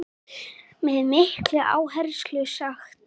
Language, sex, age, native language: Icelandic, female, 10, Icelandic